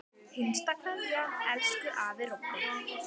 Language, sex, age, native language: Icelandic, female, 10, Icelandic